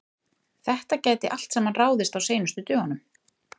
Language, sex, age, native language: Icelandic, female, 30-39, Icelandic